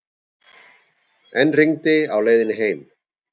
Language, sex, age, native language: Icelandic, male, 40-49, Icelandic